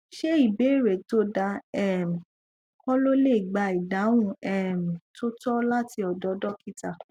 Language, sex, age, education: Yoruba, female, 15-29, tertiary